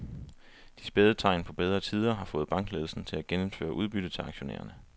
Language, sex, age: Danish, male, 23